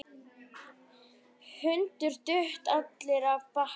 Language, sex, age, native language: Icelandic, female, 9, Icelandic